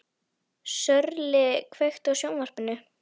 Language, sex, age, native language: Icelandic, female, 11, Icelandic